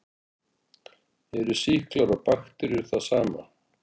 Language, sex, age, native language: Icelandic, male, 60-69, Icelandic